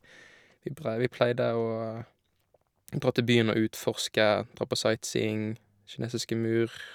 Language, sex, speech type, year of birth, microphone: Norwegian, male, spontaneous, 1987, Shure